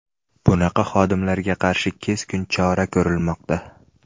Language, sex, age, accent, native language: Uzbek, male, 18-24, Namangan, Uzbek